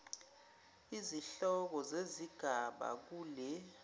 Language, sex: Zulu, female